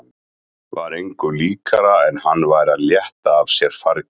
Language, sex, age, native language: Icelandic, male, 30-39, Icelandic